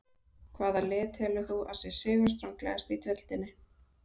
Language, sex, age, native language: Icelandic, female, 30-39, Icelandic